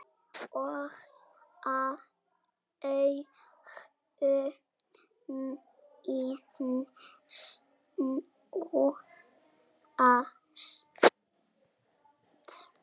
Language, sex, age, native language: Icelandic, male, 6, Icelandic